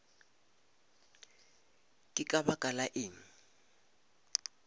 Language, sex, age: Northern Sotho, male, 26